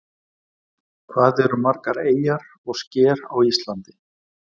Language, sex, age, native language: Icelandic, male, 40-49, Icelandic